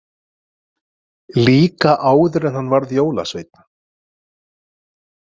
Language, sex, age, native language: Icelandic, male, 20-29, Icelandic